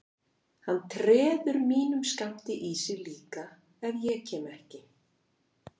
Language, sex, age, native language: Icelandic, female, 50-59, Icelandic